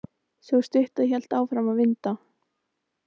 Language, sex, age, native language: Icelandic, female, 15, Icelandic